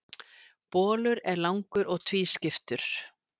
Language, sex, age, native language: Icelandic, female, 60-69, Icelandic